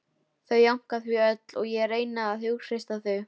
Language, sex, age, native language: Icelandic, female, 13, Icelandic